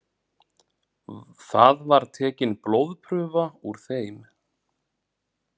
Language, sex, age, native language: Icelandic, male, 40-49, Icelandic